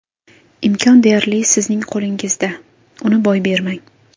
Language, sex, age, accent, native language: Uzbek, female, 18-24, Andijon, Uzbek